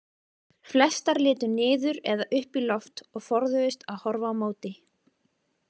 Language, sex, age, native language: Icelandic, female, 20-29, Icelandic